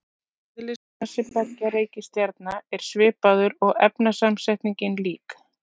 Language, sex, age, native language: Icelandic, female, 40-49, Icelandic